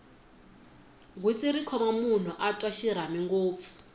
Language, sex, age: Tsonga, female, 19